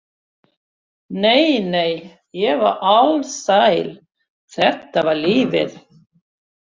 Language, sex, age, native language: Icelandic, female, 60-69, Swedish